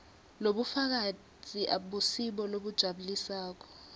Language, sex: Swati, female